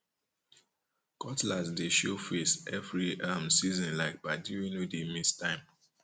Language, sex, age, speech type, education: Nigerian Pidgin, male, 30-45, spontaneous, tertiary